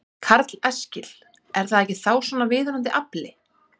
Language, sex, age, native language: Icelandic, female, 30-39, Icelandic